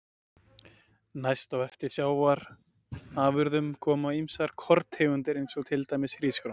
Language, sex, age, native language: Icelandic, male, 20-29, Icelandic